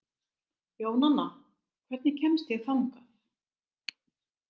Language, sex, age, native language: Icelandic, female, 60-69, Icelandic